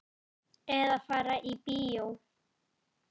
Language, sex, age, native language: Icelandic, female, 9, Icelandic